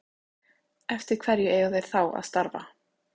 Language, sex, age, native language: Icelandic, female, 30-39, Icelandic